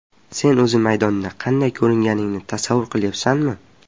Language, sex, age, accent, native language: Uzbek, male, 12-17, Farg'ona, Uzbek